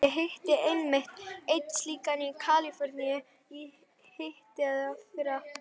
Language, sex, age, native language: Icelandic, female, 11, Icelandic